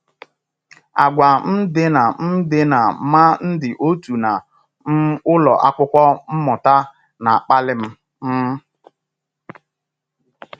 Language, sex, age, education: Igbo, male, 30-45, tertiary